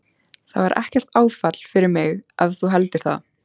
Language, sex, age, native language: Icelandic, female, 14, Icelandic